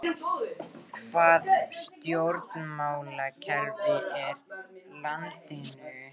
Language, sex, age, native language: Icelandic, male, 18-19, Icelandic